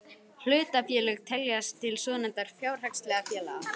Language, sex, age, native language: Icelandic, male, 11, Icelandic